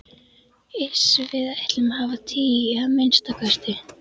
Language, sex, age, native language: Icelandic, female, 11, Icelandic